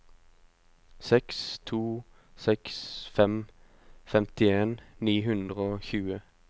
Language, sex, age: Norwegian, male, 25